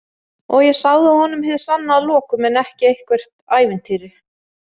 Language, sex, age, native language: Icelandic, female, 40-49, Icelandic